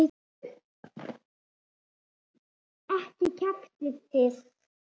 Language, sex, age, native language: Icelandic, male, 8, Icelandic